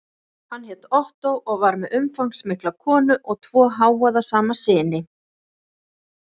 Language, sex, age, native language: Icelandic, female, 50-59, Icelandic